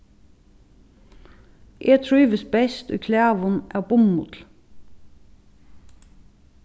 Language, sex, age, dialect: Faroese, female, 36-60, Suðurstreymoy